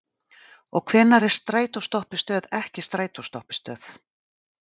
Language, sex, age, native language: Icelandic, female, 40-49, Icelandic